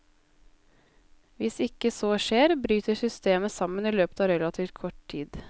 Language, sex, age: Norwegian, female, 20